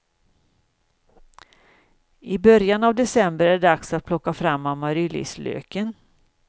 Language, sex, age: Swedish, female, 56